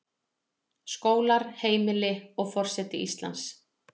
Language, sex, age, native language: Icelandic, female, 40-49, Icelandic